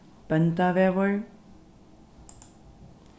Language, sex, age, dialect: Faroese, female, 36-60, Norðurstreymoy/Eysturoy